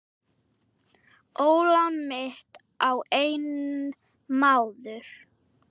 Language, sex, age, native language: Icelandic, female, 9, Icelandic